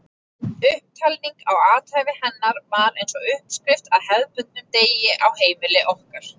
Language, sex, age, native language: Icelandic, female, 20-29, Icelandic